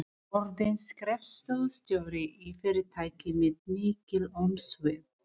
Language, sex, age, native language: Icelandic, female, 40-49, Filipino